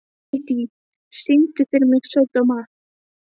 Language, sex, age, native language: Icelandic, female, 12, Icelandic